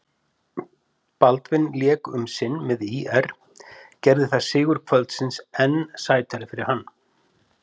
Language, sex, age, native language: Icelandic, male, 50-59, Icelandic